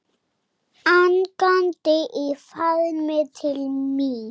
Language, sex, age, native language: Icelandic, female, 7, Icelandic